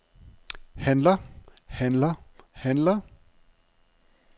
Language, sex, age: Danish, male, 35